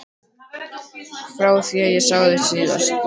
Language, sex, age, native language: Icelandic, male, 12, Icelandic